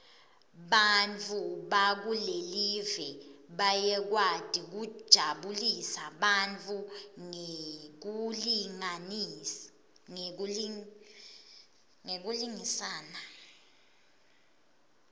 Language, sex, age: Swati, female, 22